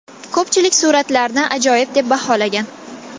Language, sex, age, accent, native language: Uzbek, female, 19-29, Toshkent viloyati, Kazakh